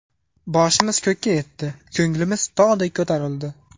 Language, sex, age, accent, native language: Uzbek, male, 18-24, Farg'ona, Uzbek